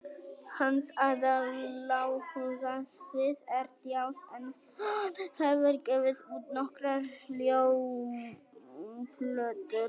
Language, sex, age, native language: Icelandic, female, 18-19, Icelandic